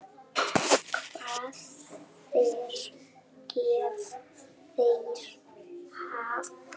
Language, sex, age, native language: Icelandic, female, 7, Icelandic